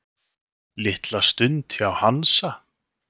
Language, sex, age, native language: Icelandic, male, 30-39, Icelandic